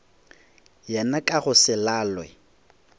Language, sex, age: Northern Sotho, male, 21